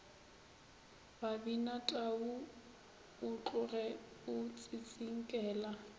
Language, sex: Northern Sotho, female